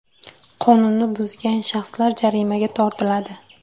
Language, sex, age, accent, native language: Uzbek, female, 19-29, Surxondaryo, Uzbek